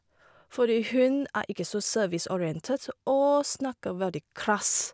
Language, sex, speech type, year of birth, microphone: Norwegian, female, spontaneous, 1978, Shure